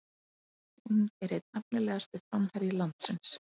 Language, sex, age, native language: Icelandic, female, 30-39, Icelandic